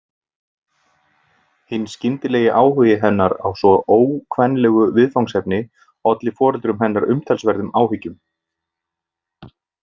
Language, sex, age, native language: Icelandic, male, 30-39, Icelandic